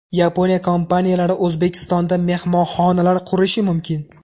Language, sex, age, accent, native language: Uzbek, male, 18-24, Farg'ona, Uzbek